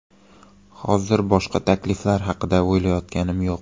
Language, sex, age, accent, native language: Uzbek, male, 18-24, Qoraqalpog'iston, Uzbek